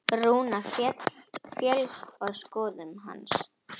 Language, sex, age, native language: Icelandic, female, 10, Icelandic